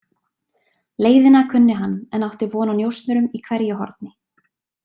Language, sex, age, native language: Icelandic, female, 20-29, Icelandic